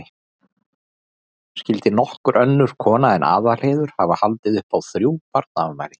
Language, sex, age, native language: Icelandic, male, 40-49, Icelandic